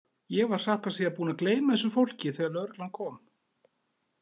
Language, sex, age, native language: Icelandic, male, 40-49, Icelandic